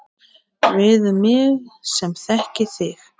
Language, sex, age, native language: Icelandic, female, 7, Icelandic